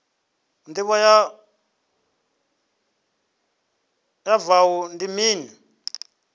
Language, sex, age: Venda, male, 23